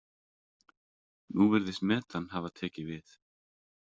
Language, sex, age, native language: Icelandic, male, 30-39, Icelandic